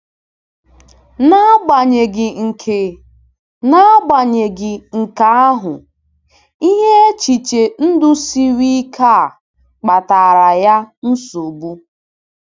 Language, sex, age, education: Igbo, female, 15-29, tertiary